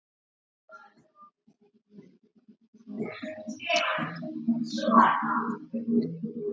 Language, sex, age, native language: Icelandic, male, 40-49, Icelandic